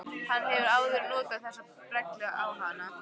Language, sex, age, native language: Icelandic, female, 15, Icelandic